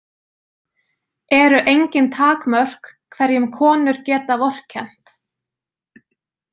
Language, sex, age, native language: Icelandic, female, 20-29, Icelandic